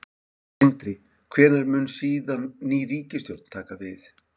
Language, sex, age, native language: Icelandic, male, 50-59, Icelandic